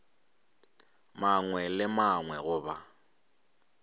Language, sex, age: Northern Sotho, male, 23